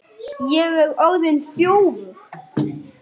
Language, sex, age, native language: Icelandic, male, 8, Icelandic